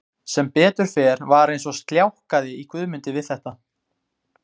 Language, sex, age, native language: Icelandic, male, 20-29, Icelandic